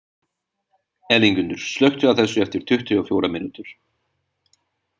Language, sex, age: Icelandic, male, 30-39